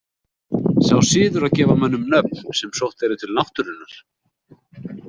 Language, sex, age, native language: Icelandic, male, 40-49, Icelandic